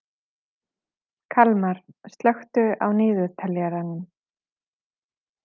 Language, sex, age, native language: Icelandic, female, 40-49, Icelandic